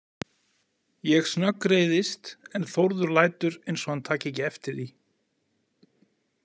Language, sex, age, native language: Icelandic, male, 40-49, Icelandic